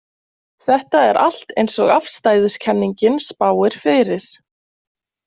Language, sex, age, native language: Icelandic, female, 20-29, Icelandic